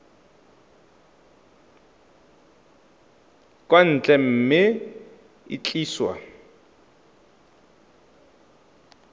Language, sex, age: Tswana, male, 31